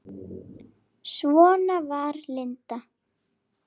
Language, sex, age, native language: Icelandic, female, 9, Icelandic